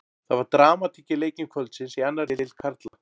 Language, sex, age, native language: Icelandic, male, 40-49, Icelandic